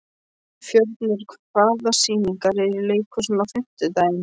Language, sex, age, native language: Icelandic, male, 13, Polish